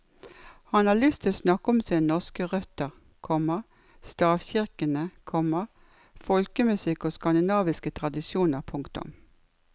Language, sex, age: Norwegian, female, 56